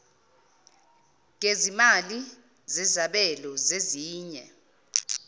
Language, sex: Zulu, female